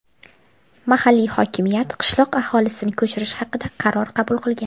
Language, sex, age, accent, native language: Uzbek, female, 18-24, Farg'ona, Uzbek